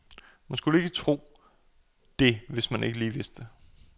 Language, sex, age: Danish, male, 28